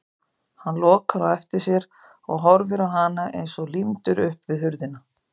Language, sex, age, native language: Icelandic, female, 50-59, Icelandic